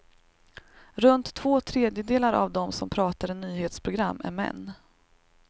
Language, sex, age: Swedish, female, 38